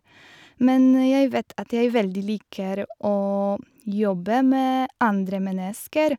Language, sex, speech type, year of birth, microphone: Norwegian, female, spontaneous, 1986, Shure